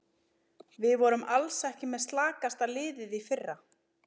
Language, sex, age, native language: Icelandic, female, 30-39, Icelandic